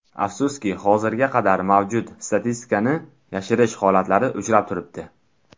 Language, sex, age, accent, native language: Uzbek, male, under 19, Buxoro, Tajik